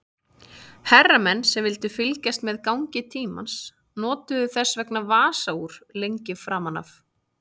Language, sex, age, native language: Icelandic, female, 30-39, Icelandic